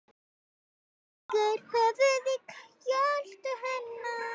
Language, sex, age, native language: Icelandic, female, 9, Icelandic